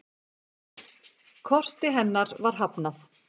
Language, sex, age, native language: Icelandic, female, 40-49, Icelandic